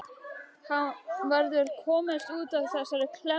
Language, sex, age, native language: Icelandic, other, 12, Icelandic